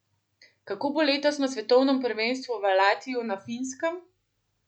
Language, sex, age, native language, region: Slovenian, female, 18-29, Slovenian, Central Slovenia